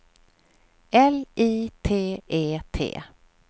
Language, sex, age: Swedish, female, 46